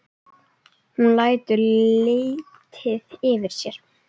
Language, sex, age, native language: Icelandic, female, 10, Icelandic